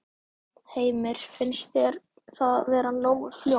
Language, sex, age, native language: Icelandic, male, 12, Icelandic